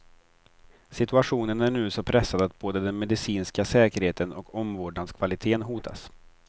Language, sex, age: Swedish, male, 23